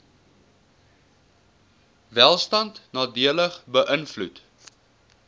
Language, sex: Afrikaans, male